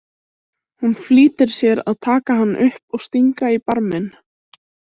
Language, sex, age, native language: Icelandic, female, 18-19, Icelandic